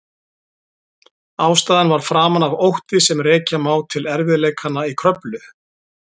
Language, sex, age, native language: Icelandic, male, 40-49, Icelandic